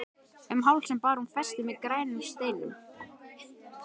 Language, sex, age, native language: Icelandic, male, 12, Icelandic